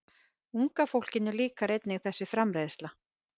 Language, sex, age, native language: Icelandic, female, 50-59, Icelandic